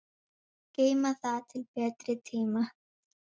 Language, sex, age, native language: Icelandic, female, 10, Icelandic